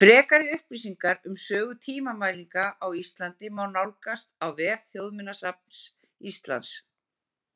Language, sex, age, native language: Icelandic, female, 40-49, Icelandic